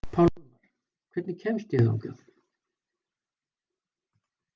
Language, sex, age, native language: Icelandic, male, 40-49, Icelandic